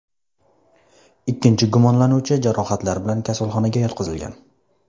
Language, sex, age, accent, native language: Uzbek, male, 18-24, Surxondaryo, Uzbek